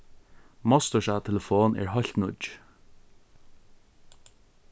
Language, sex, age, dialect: Faroese, male, 15-35, Norðurstreymoy/Eysturoy